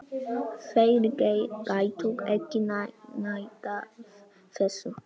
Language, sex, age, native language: Icelandic, male, 6, Polish